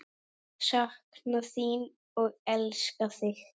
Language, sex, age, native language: Icelandic, male, 9, Icelandic